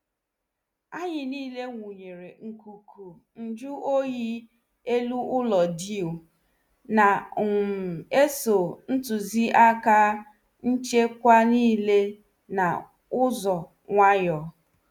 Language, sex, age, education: Igbo, female, 30-45, tertiary